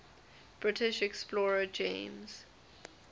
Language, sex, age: English, female, 20